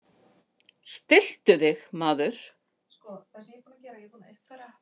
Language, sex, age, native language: Icelandic, female, 50-59, Icelandic